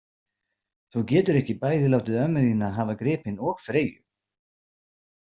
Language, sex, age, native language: Icelandic, male, 40-49, Icelandic